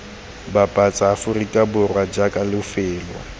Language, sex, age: Tswana, male, 18